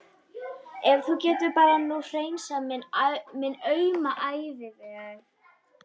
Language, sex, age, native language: Icelandic, female, 12, Icelandic